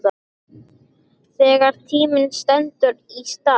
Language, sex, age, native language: Icelandic, male, 10, Icelandic